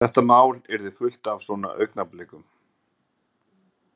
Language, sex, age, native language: Icelandic, male, 40-49, Icelandic